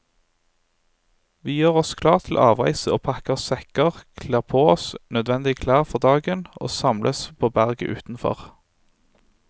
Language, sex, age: Norwegian, male, 23